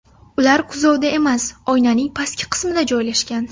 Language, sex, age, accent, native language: Uzbek, female, 19-29, Surxondaryo, Uzbek